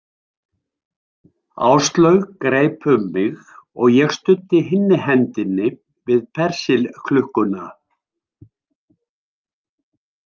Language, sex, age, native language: Icelandic, male, 70-79, Icelandic